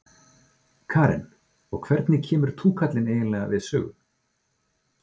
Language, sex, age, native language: Icelandic, male, 40-49, Icelandic